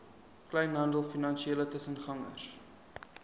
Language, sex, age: Afrikaans, male, 23